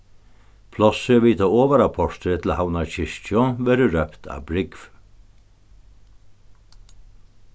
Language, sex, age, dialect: Faroese, male, 61+, Norðurstreymoy/Eysturoy